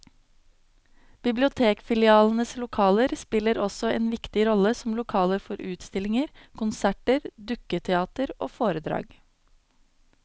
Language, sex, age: Norwegian, female, 26